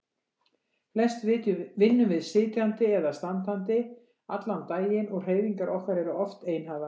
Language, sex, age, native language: Icelandic, female, 60-69, Icelandic